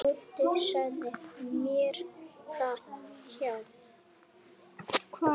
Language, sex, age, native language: Icelandic, male, 7, Icelandic